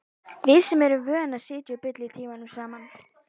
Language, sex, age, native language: Icelandic, female, 12, Icelandic